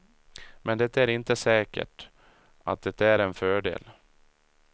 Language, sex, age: Swedish, male, 37